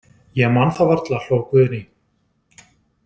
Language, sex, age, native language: Icelandic, male, 20-29, Icelandic